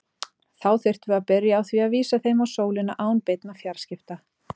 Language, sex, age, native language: Icelandic, female, 30-39, Icelandic